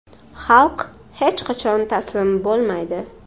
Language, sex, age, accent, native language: Uzbek, female, 18-24, Toshkent shahri, Uzbek